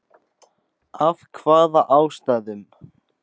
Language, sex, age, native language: Icelandic, male, 14, Icelandic